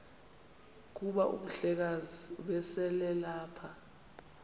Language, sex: Xhosa, female